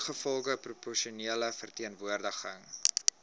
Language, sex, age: Afrikaans, male, 21